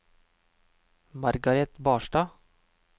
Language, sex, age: Norwegian, male, 31